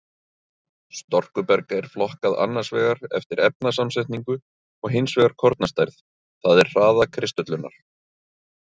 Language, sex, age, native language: Icelandic, male, 30-39, Icelandic